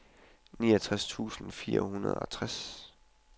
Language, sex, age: Danish, male, 21